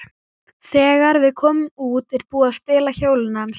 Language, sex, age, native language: Icelandic, female, 11, Icelandic